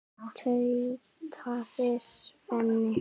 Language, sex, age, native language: Icelandic, female, 7, Icelandic